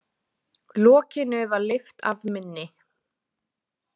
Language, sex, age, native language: Icelandic, female, 20-29, Icelandic